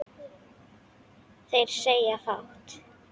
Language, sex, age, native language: Icelandic, male, 10, Icelandic